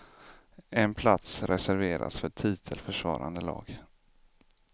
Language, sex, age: Swedish, male, 25